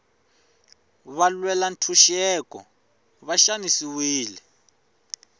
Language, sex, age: Tsonga, male, 21